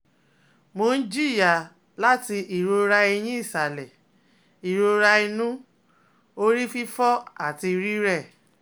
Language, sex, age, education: Yoruba, female, 30-45, tertiary